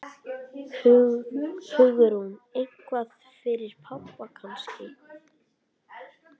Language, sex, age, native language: Icelandic, female, 9, Icelandic